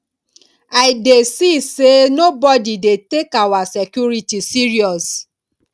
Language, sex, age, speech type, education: Nigerian Pidgin, female, 30-45, spontaneous, tertiary